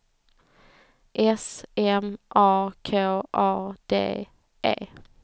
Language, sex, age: Swedish, female, 30